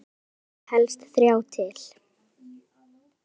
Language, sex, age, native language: Icelandic, female, 10, Icelandic